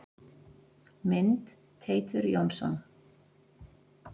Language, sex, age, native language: Icelandic, female, 40-49, Icelandic